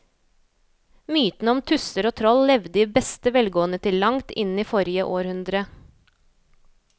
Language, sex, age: Norwegian, female, 27